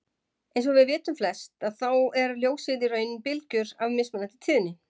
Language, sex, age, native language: Icelandic, female, 50-59, Icelandic